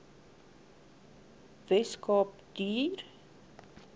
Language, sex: Afrikaans, female